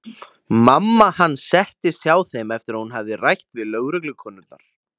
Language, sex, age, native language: Icelandic, male, 20-29, Icelandic